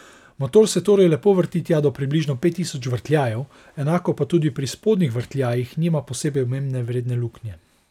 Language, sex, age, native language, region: Slovenian, male, 30-49, Slovenian, Savinja region